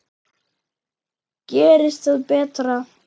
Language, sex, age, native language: Icelandic, male, 10, Icelandic